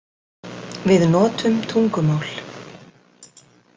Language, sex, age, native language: Icelandic, female, 60-69, Icelandic